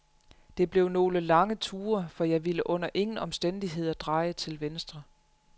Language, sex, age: Danish, female, 35